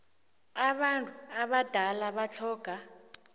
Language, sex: South Ndebele, female